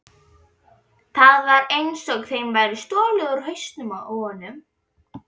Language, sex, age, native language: Icelandic, female, 11, Icelandic